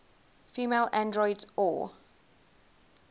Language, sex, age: English, female, 19